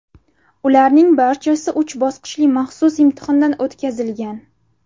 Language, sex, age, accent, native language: Uzbek, female, 18-24, Buxoro, Uzbek